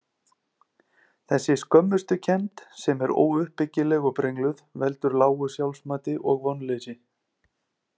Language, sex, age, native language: Icelandic, male, 30-39, Icelandic